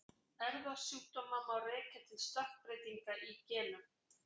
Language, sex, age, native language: Icelandic, female, 40-49, Icelandic